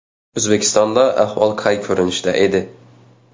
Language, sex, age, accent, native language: Uzbek, male, 19-29, Xorazm, Uzbek